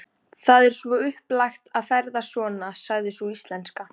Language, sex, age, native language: Icelandic, female, 14, Icelandic